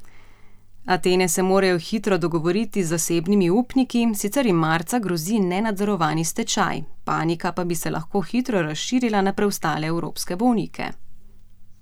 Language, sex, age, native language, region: Slovenian, female, 30-49, Slovenian, Central Slovenia